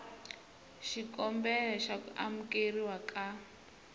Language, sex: Tsonga, male